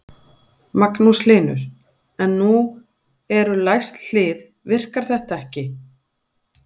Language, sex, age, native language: Icelandic, female, 40-49, Icelandic